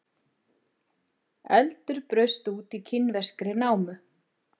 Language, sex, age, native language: Icelandic, female, 50-59, Icelandic